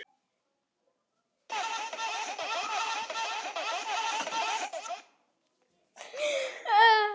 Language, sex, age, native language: Icelandic, other, 12, Icelandic